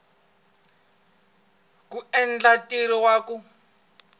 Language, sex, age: Tsonga, male, 26